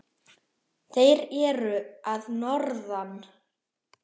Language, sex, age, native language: Icelandic, male, 10, Icelandic